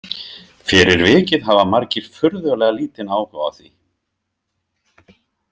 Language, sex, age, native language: Icelandic, male, 50-59, Icelandic